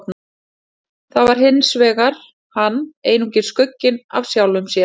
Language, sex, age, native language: Icelandic, female, 40-49, Icelandic